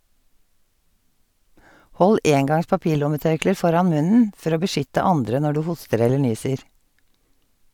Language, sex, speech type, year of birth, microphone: Norwegian, female, read, 1951, Sennheiser